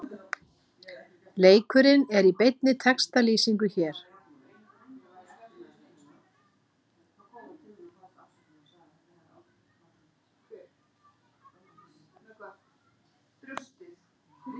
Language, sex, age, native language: Icelandic, female, 50-59, Icelandic